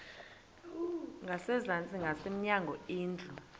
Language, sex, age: Xhosa, female, 20